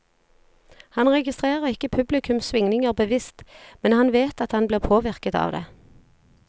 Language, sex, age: Norwegian, female, 40